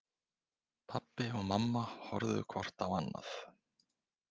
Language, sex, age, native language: Icelandic, male, 20-29, Icelandic